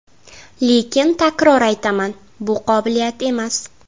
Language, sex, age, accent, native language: Uzbek, female, 18-24, Navoiy, Uzbek